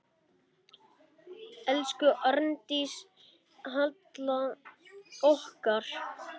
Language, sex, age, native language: Icelandic, male, 9, Icelandic